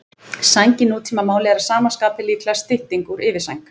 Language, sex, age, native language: Icelandic, female, 20-29, Icelandic